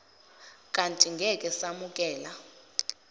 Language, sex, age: Zulu, female, 25